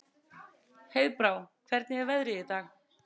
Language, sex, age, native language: Icelandic, female, 30-39, Icelandic